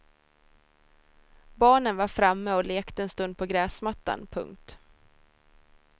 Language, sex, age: Swedish, female, 26